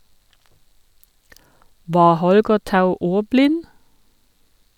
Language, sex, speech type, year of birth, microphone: Norwegian, female, read, 1979, Sennheiser